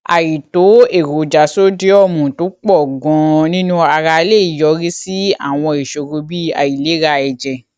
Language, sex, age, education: Yoruba, female, 15-29, tertiary